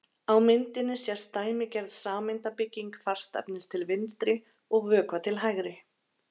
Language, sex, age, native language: Icelandic, female, 30-39, Icelandic